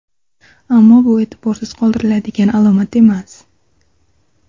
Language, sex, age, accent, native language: Uzbek, female, 19-29, Surxondaryo, Uzbek